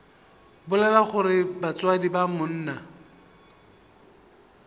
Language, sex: Northern Sotho, male